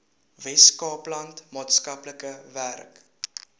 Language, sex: Afrikaans, male